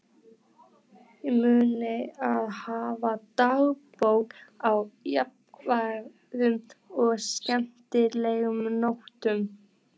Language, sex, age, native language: Icelandic, female, 14, Icelandic